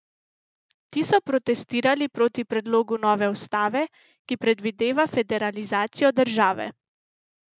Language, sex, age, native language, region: Slovenian, female, 18-29, Slovenian, Central Slovenia